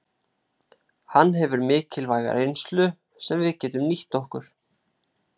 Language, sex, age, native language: Icelandic, male, 30-39, Icelandic